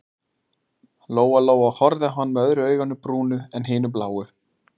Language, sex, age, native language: Icelandic, male, 30-39, Icelandic